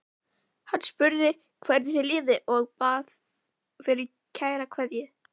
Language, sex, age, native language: Icelandic, female, 11, Icelandic